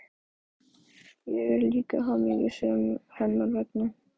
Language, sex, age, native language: Icelandic, male, 12, Icelandic